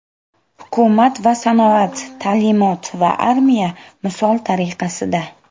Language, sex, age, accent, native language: Uzbek, female, 25-34, Samarqand, Uzbek